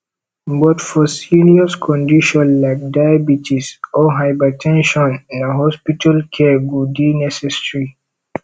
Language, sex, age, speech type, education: Nigerian Pidgin, male, 15-29, spontaneous, tertiary